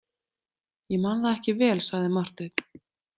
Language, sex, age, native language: Icelandic, female, 30-39, Icelandic